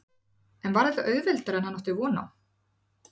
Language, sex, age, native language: Icelandic, female, 40-49, Icelandic